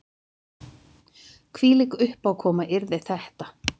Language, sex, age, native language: Icelandic, female, 50-59, Icelandic